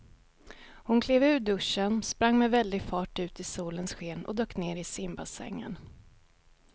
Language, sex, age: Swedish, female, 31